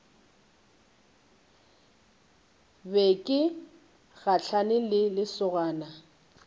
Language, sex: Northern Sotho, female